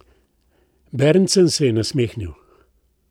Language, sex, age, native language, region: Slovenian, male, 60+, Slovenian, Central Slovenia